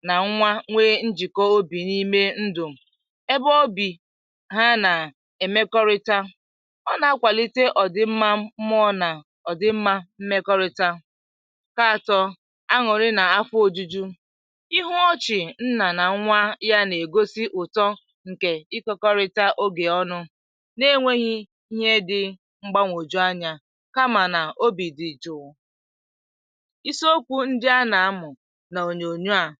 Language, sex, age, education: Igbo, female, 15-29, tertiary